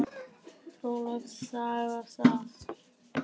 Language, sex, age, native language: Icelandic, male, 10, Icelandic